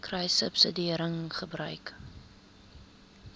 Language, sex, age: Afrikaans, female, 22